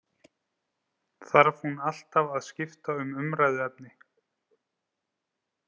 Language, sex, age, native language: Icelandic, male, 30-39, Icelandic